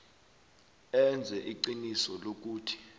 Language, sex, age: South Ndebele, male, 21